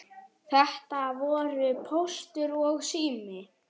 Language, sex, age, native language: Icelandic, male, 9, Icelandic